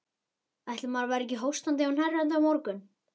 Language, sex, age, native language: Icelandic, male, 11, Icelandic